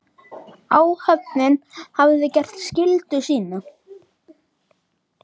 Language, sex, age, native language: Icelandic, male, 10, Icelandic